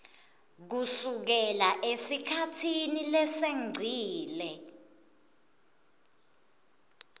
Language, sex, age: Swati, female, 22